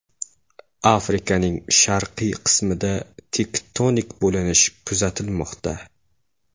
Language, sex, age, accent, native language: Uzbek, male, 25-34, Samarqand, Uzbek